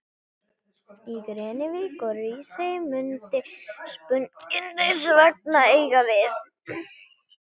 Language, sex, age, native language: Icelandic, female, 18-19, Icelandic